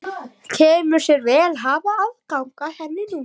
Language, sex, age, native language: Icelandic, male, 11, Icelandic